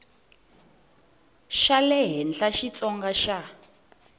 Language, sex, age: Tsonga, female, 20